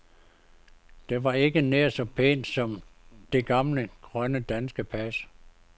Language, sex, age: Danish, male, 52